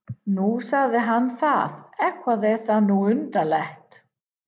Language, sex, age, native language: Icelandic, female, 50-59, English